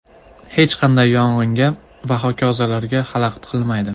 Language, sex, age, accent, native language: Uzbek, male, 19-29, Farg'ona, Uzbek